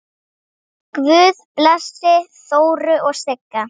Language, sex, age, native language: Icelandic, female, 7, Icelandic